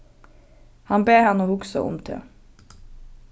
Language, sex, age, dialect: Faroese, female, 15-35, Norðurstreymoy/Eysturoy